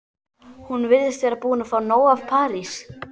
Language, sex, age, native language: Icelandic, female, 12, Icelandic